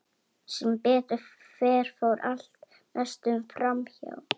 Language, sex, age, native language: Icelandic, female, 11, Icelandic